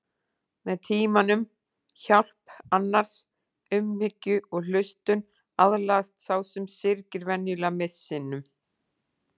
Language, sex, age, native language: Icelandic, female, 40-49, Icelandic